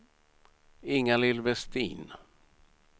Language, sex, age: Swedish, male, 67